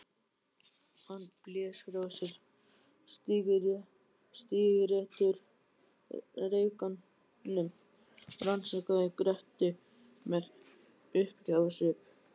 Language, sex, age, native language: Icelandic, male, 12, Icelandic